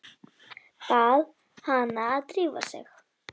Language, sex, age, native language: Icelandic, female, 10, Icelandic